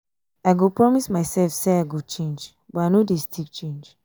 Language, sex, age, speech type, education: Nigerian Pidgin, female, 15-29, spontaneous, tertiary